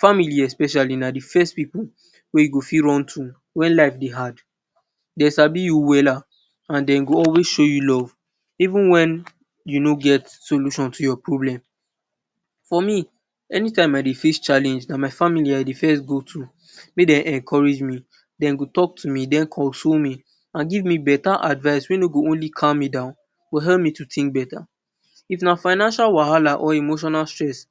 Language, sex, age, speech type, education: Nigerian Pidgin, male, 15-29, spontaneous, tertiary